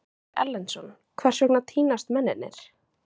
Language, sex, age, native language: Icelandic, female, 20-29, Icelandic